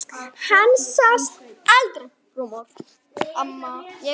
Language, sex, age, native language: Icelandic, female, 10, Icelandic